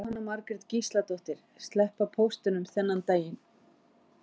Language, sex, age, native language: Icelandic, female, 50-59, Icelandic